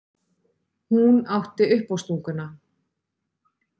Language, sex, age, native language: Icelandic, female, 40-49, Icelandic